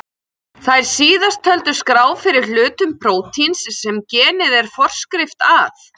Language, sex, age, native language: Icelandic, female, 40-49, Icelandic